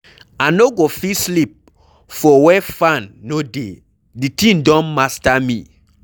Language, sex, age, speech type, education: Nigerian Pidgin, male, 15-29, read, secondary